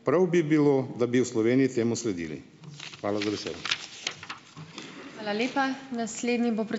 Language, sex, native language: Slovenian, male, Slovenian